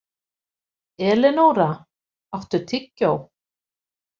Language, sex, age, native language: Icelandic, female, 50-59, Icelandic